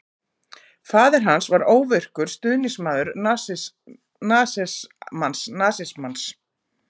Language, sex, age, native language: Icelandic, female, 40-49, Icelandic